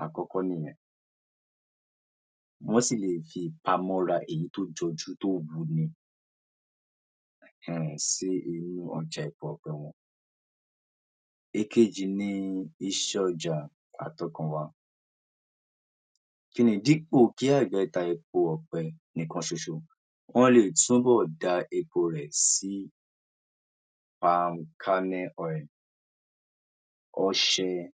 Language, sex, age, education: Yoruba, male, 46-60, tertiary